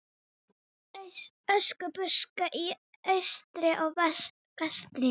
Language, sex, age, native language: Icelandic, female, 30-39, Icelandic